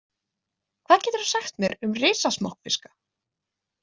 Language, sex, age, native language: Icelandic, female, 20-29, Icelandic